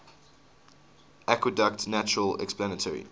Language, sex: English, male